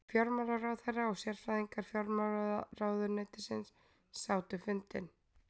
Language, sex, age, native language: Icelandic, female, 20-29, Icelandic